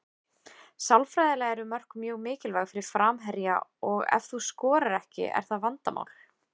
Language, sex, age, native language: Icelandic, female, 20-29, Icelandic